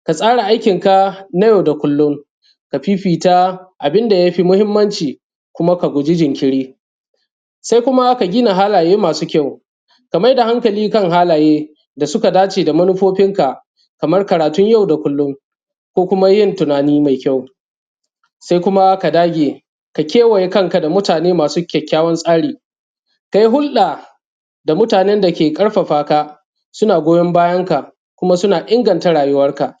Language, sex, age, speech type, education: Hausa, female, 15-29, spontaneous, secondary